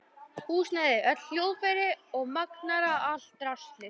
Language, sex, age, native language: Icelandic, other, 12, Icelandic